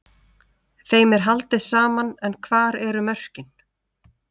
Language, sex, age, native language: Icelandic, female, 30-39, Icelandic